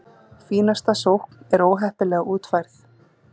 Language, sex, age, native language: Icelandic, female, 30-39, Icelandic